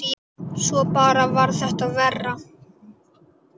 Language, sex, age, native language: Icelandic, male, 8, Icelandic